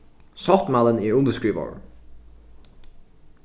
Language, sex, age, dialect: Faroese, male, 15-35, Norðuroyggjar